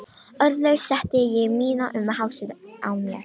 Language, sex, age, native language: Icelandic, female, 18-19, Romanian